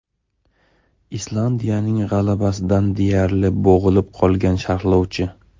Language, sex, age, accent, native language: Uzbek, male, 25-34, Samarqand, Uzbek